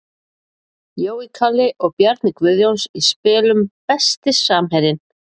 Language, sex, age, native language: Icelandic, female, 40-49, Icelandic